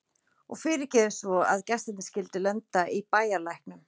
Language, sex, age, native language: Icelandic, female, 40-49, Icelandic